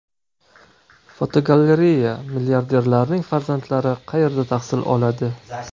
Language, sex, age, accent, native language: Uzbek, male, 18-24, Toshkent viloyati, Uzbek